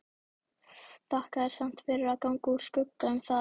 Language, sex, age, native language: Icelandic, male, 12, Icelandic